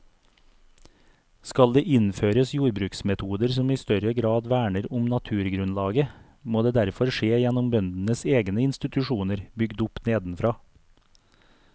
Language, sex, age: Norwegian, male, 42